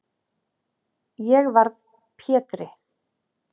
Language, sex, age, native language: Icelandic, male, 7, Icelandic